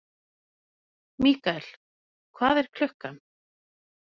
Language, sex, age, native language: Icelandic, female, 30-39, Norwegian